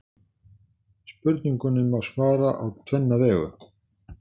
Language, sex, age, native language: Icelandic, male, 60-69, Icelandic